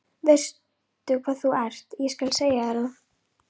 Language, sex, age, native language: Icelandic, female, 11, Icelandic